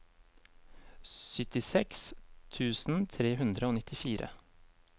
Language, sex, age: Norwegian, male, 23